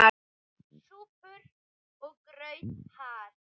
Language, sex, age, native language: Icelandic, male, 10, Icelandic